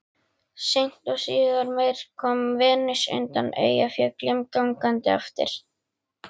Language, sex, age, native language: Icelandic, female, 11, Icelandic